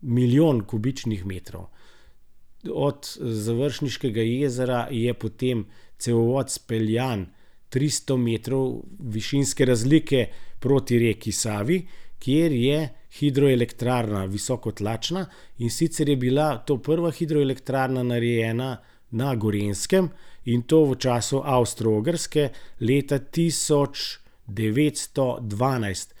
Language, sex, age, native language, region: Slovenian, male, 60+, Slovenian, Gorenjska region